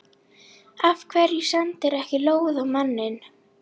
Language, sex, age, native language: Icelandic, female, 11, Icelandic